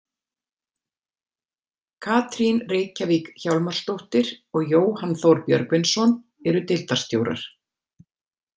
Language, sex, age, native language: Icelandic, female, 50-59, Icelandic